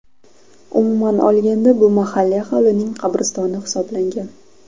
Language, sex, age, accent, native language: Uzbek, female, 12-17, Toshkent viloyati, Uzbek